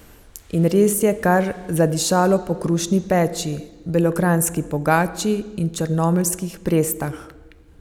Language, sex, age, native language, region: Slovenian, female, 50-59, Slovenian, Savinja region